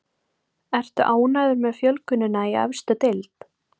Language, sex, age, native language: Icelandic, female, 18-19, Icelandic